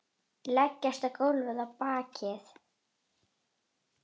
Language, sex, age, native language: Icelandic, female, 9, Icelandic